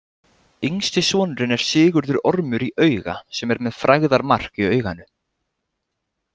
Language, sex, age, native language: Icelandic, male, 20-29, Icelandic